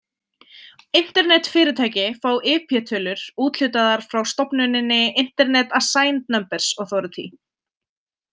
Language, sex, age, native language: Icelandic, female, 20-29, Icelandic